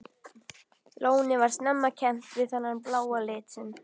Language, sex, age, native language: Icelandic, female, 14, Icelandic